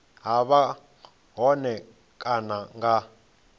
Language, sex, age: Venda, male, 26